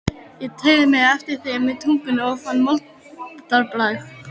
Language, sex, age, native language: Icelandic, female, 12, Icelandic